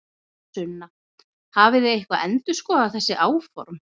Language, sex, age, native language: Icelandic, female, 11, Icelandic